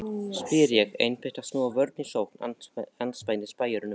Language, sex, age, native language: Icelandic, male, 14, Icelandic